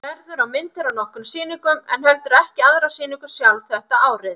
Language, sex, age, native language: Icelandic, female, 50-59, Icelandic